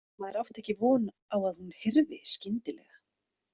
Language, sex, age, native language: Icelandic, female, 30-39, Icelandic